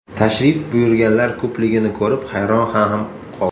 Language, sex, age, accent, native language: Uzbek, male, 35+, Toshkent shahri, Uzbek